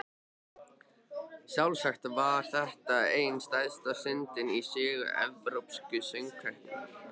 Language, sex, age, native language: Icelandic, male, 13, Icelandic